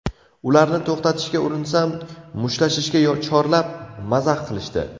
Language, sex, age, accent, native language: Uzbek, male, 18-24, Navoiy, Uzbek